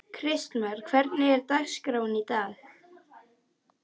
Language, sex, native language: Icelandic, male, Icelandic